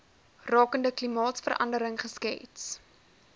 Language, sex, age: Afrikaans, female, 20